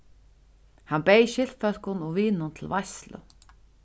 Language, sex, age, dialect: Faroese, female, 36-60, Suðurstreymoy